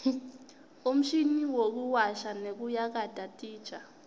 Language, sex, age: Swati, female, 20